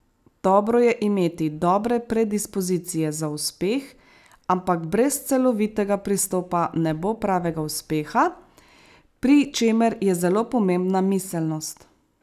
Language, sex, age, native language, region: Slovenian, female, 30-49, Slovenian, Savinja region